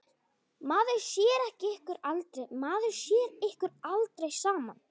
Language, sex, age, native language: Icelandic, female, 9, Icelandic